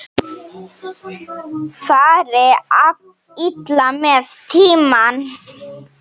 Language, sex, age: Icelandic, female, 7